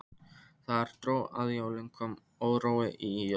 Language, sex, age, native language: Icelandic, male, 13, Polish